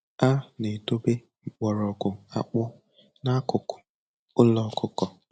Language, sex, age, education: Igbo, male, 15-29, tertiary